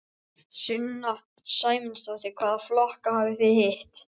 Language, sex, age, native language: Icelandic, male, 12, Icelandic